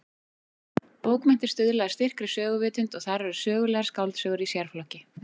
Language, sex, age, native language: Icelandic, female, 40-49, Icelandic